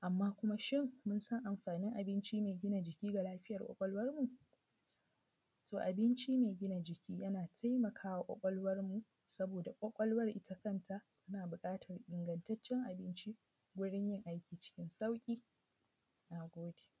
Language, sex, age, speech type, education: Hausa, female, 15-29, spontaneous, tertiary